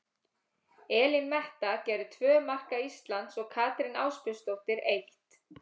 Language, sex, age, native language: Icelandic, female, 30-39, Icelandic